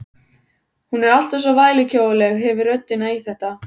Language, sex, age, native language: Icelandic, female, 14, Icelandic